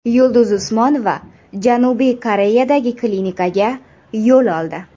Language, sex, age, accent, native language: Uzbek, female, under 19, Andijon, Uzbek